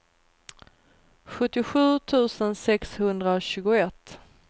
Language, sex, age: Swedish, female, 39